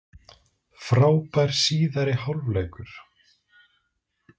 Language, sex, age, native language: Icelandic, male, 30-39, Icelandic